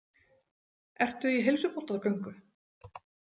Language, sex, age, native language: Icelandic, female, 40-49, Icelandic